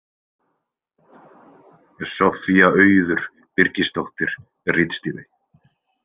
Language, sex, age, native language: Icelandic, male, 20-29, Icelandic